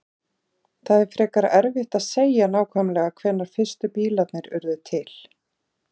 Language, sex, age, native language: Icelandic, female, 40-49, Icelandic